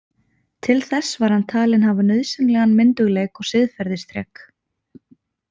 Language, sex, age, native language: Icelandic, female, 20-29, Icelandic